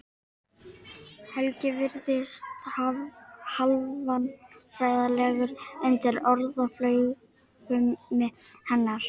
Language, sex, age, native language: Icelandic, female, 12, Icelandic